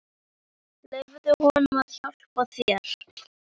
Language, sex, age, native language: Icelandic, female, 9, Icelandic